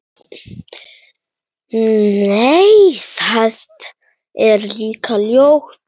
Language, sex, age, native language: Icelandic, male, 9, Icelandic